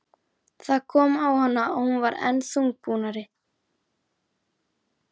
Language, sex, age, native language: Icelandic, female, 11, Icelandic